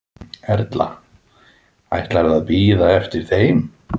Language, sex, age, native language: Icelandic, male, 30-39, Icelandic